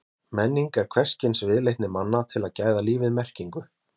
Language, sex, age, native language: Icelandic, male, 20-29, Icelandic